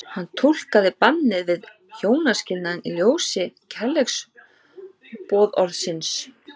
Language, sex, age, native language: Icelandic, female, 30-39, Icelandic